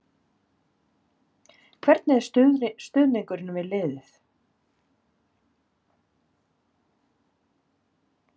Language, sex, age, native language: Icelandic, female, 40-49, Icelandic